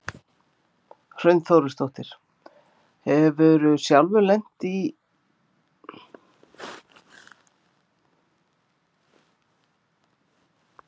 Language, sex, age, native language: Icelandic, female, 50-59, Icelandic